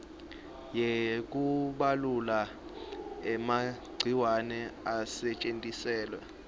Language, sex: Swati, male